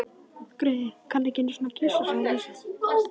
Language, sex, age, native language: Icelandic, male, 11, Icelandic